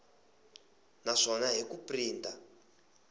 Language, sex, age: Tsonga, male, 20